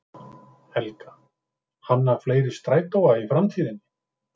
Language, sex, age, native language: Icelandic, male, 50-59, Icelandic